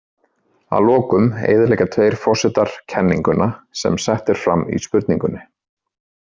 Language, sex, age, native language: Icelandic, male, 30-39, Icelandic